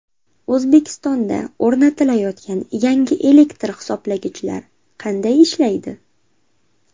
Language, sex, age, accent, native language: Uzbek, female, 18-24, Andijon, Uzbek